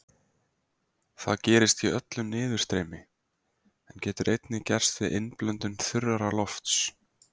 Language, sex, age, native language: Icelandic, male, 20-29, Icelandic